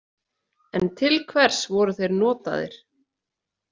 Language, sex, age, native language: Icelandic, female, 30-39, Icelandic